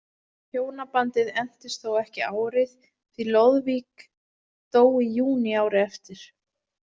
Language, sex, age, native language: Icelandic, female, 40-49, Icelandic